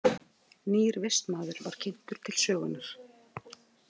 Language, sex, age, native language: Icelandic, female, 30-39, Icelandic